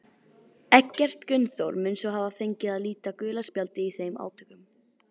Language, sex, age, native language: Icelandic, female, 18-19, Icelandic